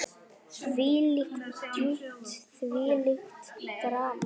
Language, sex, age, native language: Icelandic, male, 10, Icelandic